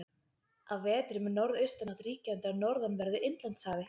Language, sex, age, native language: Icelandic, female, 20-29, Icelandic